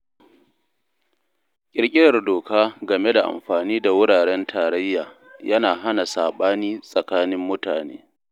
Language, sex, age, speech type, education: Hausa, male, 30-45, read, tertiary